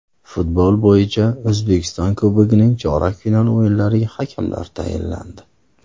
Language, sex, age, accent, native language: Uzbek, male, 30-39, Farg'ona, Uzbek